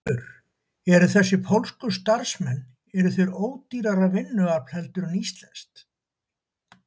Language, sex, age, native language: Icelandic, male, 70-79, Icelandic